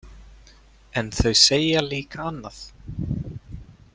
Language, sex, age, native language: Icelandic, male, 20-29, Icelandic